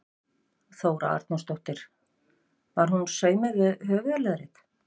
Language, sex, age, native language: Icelandic, female, 50-59, Icelandic